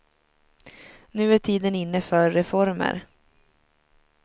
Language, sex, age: Swedish, female, 23